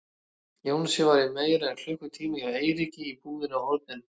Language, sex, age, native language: Icelandic, male, 30-39, Icelandic